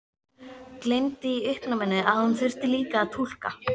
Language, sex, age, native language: Icelandic, female, 12, Icelandic